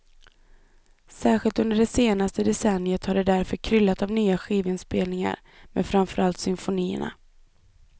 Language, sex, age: Swedish, female, 25